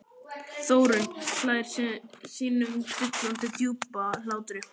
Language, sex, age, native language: Icelandic, male, 12, Icelandic